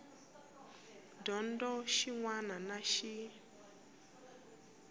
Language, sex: Tsonga, female